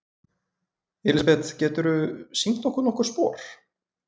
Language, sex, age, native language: Icelandic, male, 20-29, Icelandic